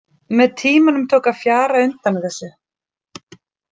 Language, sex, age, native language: Icelandic, female, 40-49, Icelandic